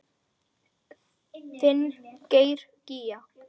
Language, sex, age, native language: Icelandic, female, 10, Icelandic